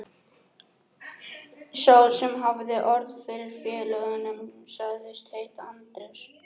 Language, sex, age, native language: Icelandic, male, 11, Icelandic